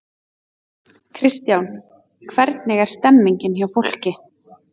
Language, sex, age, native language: Icelandic, female, 30-39, Icelandic